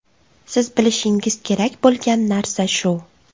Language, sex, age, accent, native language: Uzbek, female, 25-34, Toshkent viloyati, Uzbek